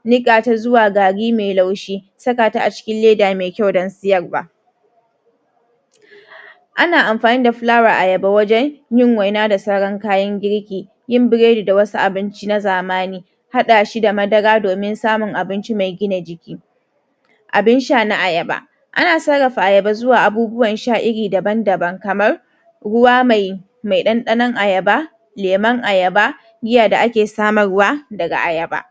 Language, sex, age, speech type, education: Hausa, female, 46-60, spontaneous, tertiary